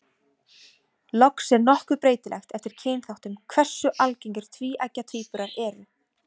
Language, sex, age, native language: Icelandic, female, 17, Icelandic